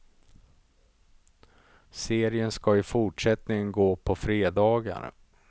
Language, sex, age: Swedish, male, 35